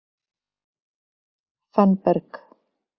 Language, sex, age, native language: Icelandic, female, 50-59, Icelandic